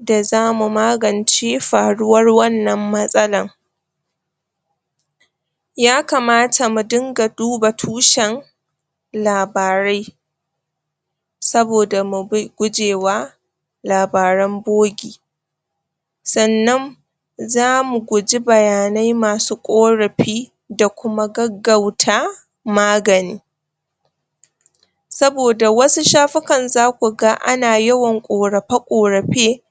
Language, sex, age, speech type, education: Hausa, female, 46-60, spontaneous, tertiary